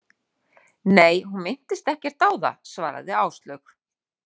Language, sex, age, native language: Icelandic, female, 40-49, Icelandic